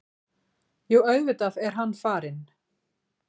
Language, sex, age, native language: Icelandic, female, 40-49, Icelandic